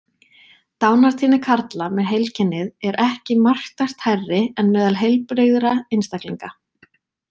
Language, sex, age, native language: Icelandic, female, 20-29, Icelandic